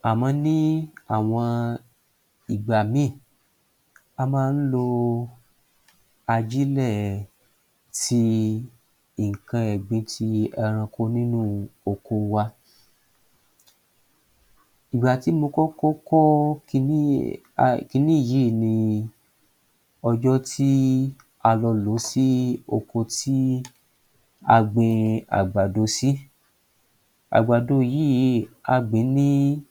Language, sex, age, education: Yoruba, male, 30-45, tertiary